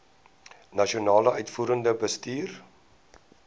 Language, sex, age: Afrikaans, male, 19